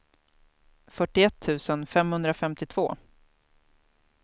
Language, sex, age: Swedish, female, 28